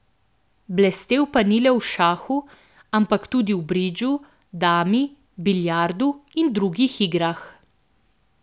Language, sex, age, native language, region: Slovenian, female, 18-29, Slovenian, Central Slovenia